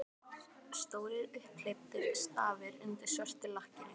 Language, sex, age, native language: Icelandic, other, 12, Icelandic